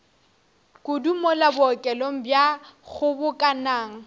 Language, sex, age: Northern Sotho, female, 18